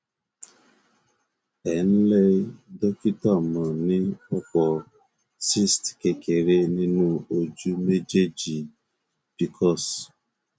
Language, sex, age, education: Yoruba, male, 30-45, tertiary